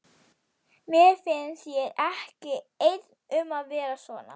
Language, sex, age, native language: Icelandic, female, 11, Icelandic